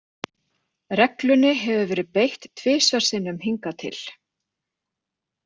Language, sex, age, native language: Icelandic, female, 50-59, Icelandic